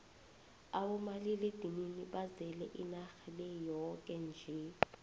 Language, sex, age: South Ndebele, female, 20